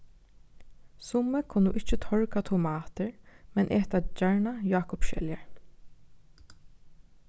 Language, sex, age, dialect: Faroese, female, 15-35, Norðurstreymoy/Eysturoy